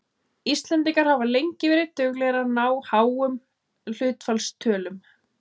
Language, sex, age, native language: Icelandic, female, 30-39, Icelandic